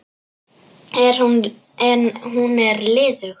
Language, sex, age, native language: Icelandic, female, 10, Icelandic